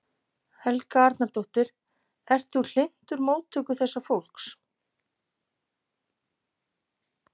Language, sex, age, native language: Icelandic, female, 50-59, Icelandic